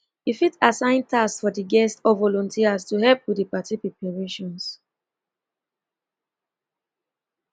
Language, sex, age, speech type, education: Nigerian Pidgin, female, 15-29, spontaneous, tertiary